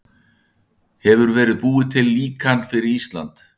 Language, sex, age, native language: Icelandic, male, 60-69, Icelandic